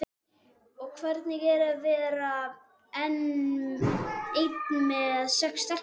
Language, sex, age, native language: Icelandic, male, 12, Icelandic